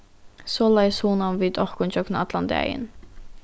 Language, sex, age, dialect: Faroese, female, 15-35, Norðuroyggjar